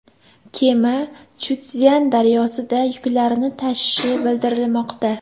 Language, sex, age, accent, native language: Uzbek, female, 18-24, Sirdaryo, Uzbek